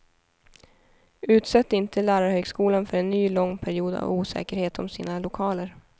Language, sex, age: Swedish, female, 23